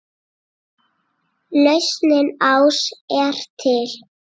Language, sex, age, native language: Icelandic, male, 8, Icelandic